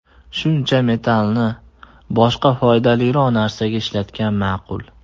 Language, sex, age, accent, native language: Uzbek, male, 18-24, Andijon, Uzbek